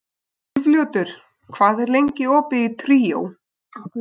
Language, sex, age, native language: Icelandic, female, 20-29, Icelandic